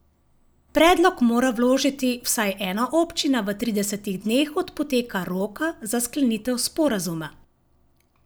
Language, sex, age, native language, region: Slovenian, female, 50-59, Slovenian, Savinja region